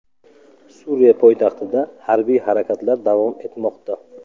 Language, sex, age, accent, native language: Uzbek, male, 25-34, Samarqand, Tajik